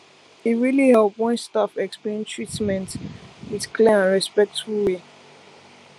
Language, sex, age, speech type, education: Nigerian Pidgin, female, 15-29, spontaneous, tertiary